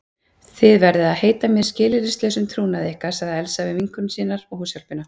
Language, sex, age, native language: Icelandic, female, 30-39, Icelandic